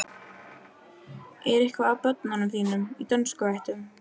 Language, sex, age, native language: Icelandic, female, 13, Icelandic